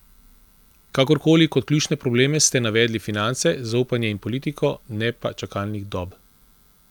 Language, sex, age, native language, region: Slovenian, male, 30-49, Slovenian, Central Slovenia